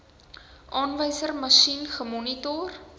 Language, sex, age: Afrikaans, female, 19